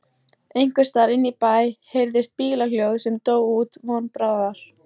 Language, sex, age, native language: Icelandic, female, 14, Icelandic